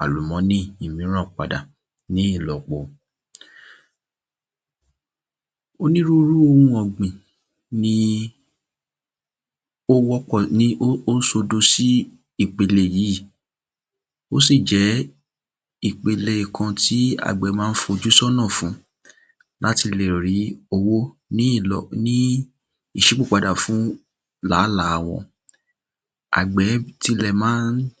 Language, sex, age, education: Yoruba, male, 15-29, tertiary